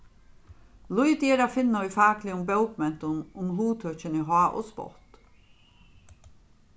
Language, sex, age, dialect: Faroese, female, 36-60, Norðurstreymoy/Eysturoy